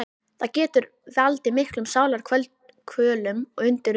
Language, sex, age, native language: Icelandic, female, 11, Icelandic